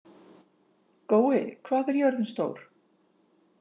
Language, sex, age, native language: Icelandic, female, 50-59, Icelandic